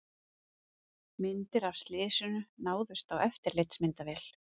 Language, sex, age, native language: Icelandic, female, 30-39, Icelandic